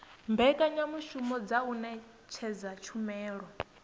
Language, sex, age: Venda, female, 22